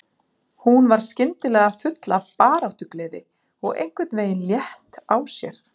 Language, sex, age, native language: Icelandic, female, 40-49, Icelandic